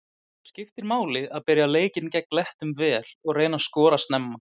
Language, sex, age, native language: Icelandic, male, 20-29, Icelandic